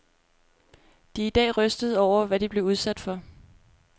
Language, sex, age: Danish, female, 25